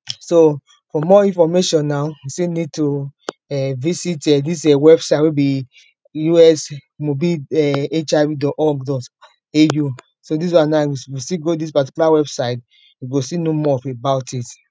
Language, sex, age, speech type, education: Nigerian Pidgin, female, 30-45, spontaneous, tertiary